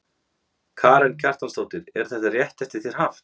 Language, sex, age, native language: Icelandic, male, 30-39, Icelandic